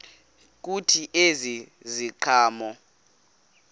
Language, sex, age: Xhosa, male, 18